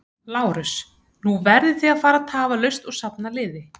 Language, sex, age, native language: Icelandic, female, 30-39, Icelandic